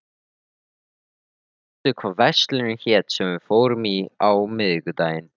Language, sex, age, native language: Icelandic, male, 13, Icelandic